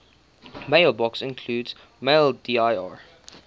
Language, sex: English, male